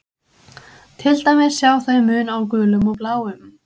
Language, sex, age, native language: Icelandic, female, 20-29, Icelandic